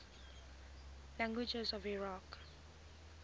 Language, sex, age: English, female, 20